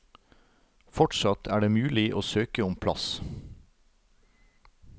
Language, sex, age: Norwegian, male, 38